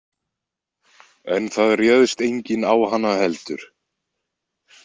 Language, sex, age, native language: Icelandic, male, 20-29, Icelandic